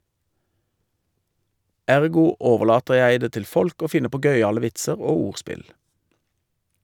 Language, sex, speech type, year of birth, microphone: Norwegian, male, read, 1973, Shure